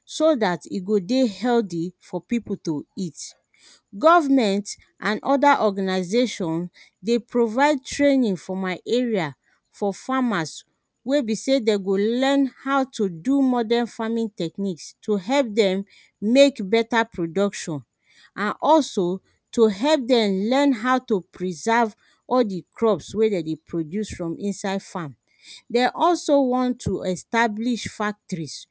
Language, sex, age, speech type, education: Nigerian Pidgin, female, 30-45, spontaneous, secondary